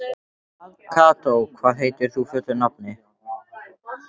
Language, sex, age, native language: Icelandic, male, 13, Icelandic